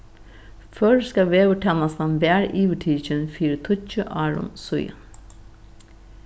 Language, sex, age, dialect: Faroese, female, 36-60, Norðuroyggjar